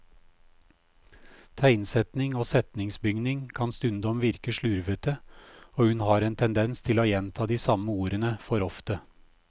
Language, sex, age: Norwegian, male, 56